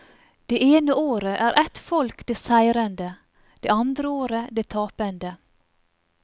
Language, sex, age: Norwegian, female, 44